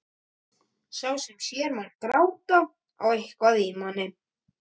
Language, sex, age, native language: Icelandic, male, 12, Icelandic